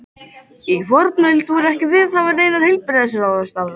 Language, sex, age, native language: Icelandic, male, 13, Icelandic